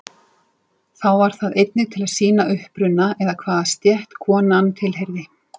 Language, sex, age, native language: Icelandic, female, 40-49, Icelandic